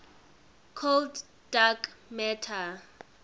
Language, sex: English, female